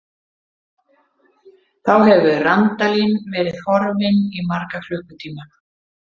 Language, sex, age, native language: Icelandic, female, 40-49, Icelandic